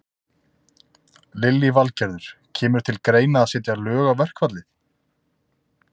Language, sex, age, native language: Icelandic, male, 20-29, Icelandic